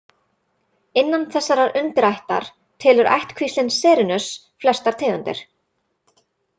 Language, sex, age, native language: Icelandic, female, 30-39, Icelandic